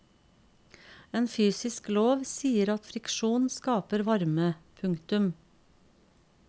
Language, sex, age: Norwegian, female, 50